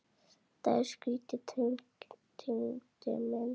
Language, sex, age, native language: Icelandic, female, 8, Icelandic